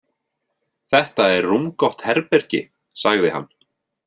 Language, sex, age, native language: Icelandic, male, 30-39, Icelandic